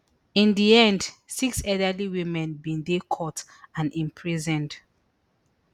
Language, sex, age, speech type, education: Nigerian Pidgin, female, 30-45, spontaneous, tertiary